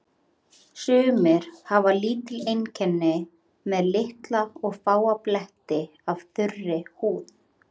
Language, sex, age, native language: Icelandic, female, 30-39, Icelandic